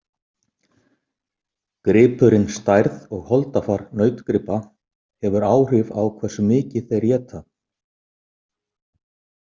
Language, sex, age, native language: Icelandic, male, 50-59, Icelandic